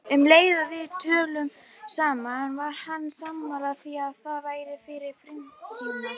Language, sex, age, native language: Icelandic, female, 50-59, Icelandic